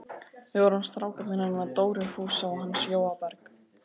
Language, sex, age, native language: Icelandic, male, 12, Icelandic